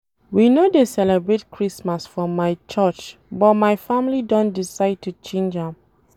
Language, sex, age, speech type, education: Nigerian Pidgin, female, 30-45, read, tertiary